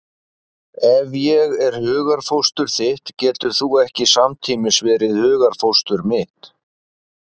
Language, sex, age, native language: Icelandic, male, 50-59, Icelandic